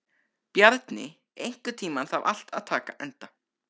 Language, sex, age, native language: Icelandic, male, 13, Icelandic